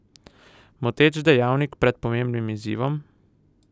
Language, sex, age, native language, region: Slovenian, male, 18-29, Slovenian, Southeast Slovenia